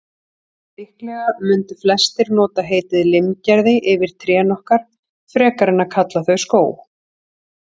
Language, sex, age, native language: Icelandic, female, 40-49, Icelandic